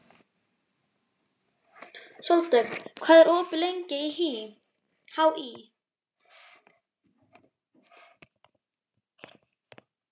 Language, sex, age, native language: Icelandic, female, 12, Icelandic